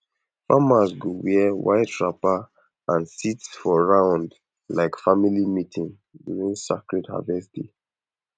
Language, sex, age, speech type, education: Nigerian Pidgin, male, 15-29, spontaneous, tertiary